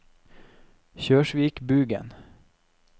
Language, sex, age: Norwegian, male, 21